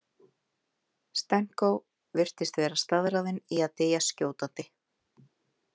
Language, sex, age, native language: Icelandic, female, 30-39, Icelandic